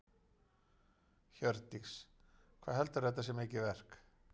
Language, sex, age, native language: Icelandic, male, 40-49, Icelandic